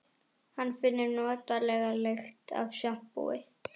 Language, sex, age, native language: Icelandic, female, 11, Icelandic